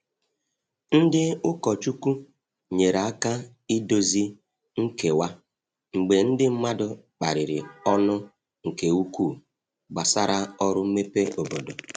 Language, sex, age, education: Igbo, male, 46-60, tertiary